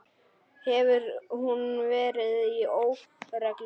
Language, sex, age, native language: Icelandic, male, 9, Icelandic